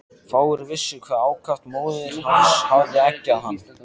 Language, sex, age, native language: Icelandic, male, 14, Icelandic